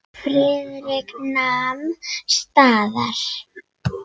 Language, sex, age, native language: Icelandic, female, 6, Icelandic